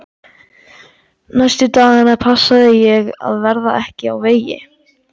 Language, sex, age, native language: Icelandic, male, 14, Icelandic